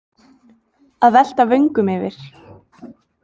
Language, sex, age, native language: Icelandic, female, 20-29, Icelandic